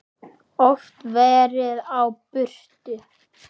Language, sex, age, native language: Icelandic, male, 10, Icelandic